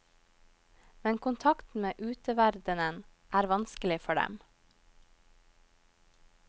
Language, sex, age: Norwegian, female, 21